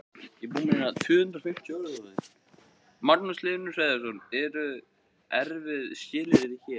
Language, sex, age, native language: Icelandic, male, 14, Icelandic